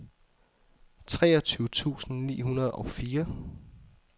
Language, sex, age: Danish, male, 24